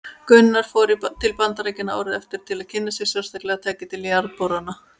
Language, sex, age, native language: Icelandic, female, 30-39, Icelandic